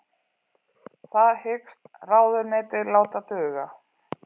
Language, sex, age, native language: Icelandic, female, 40-49, Icelandic